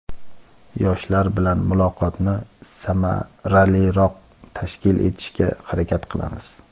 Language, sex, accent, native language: Uzbek, male, Toshkent shahri, Uzbek